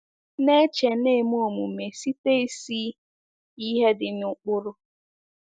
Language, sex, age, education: Igbo, female, 15-29, secondary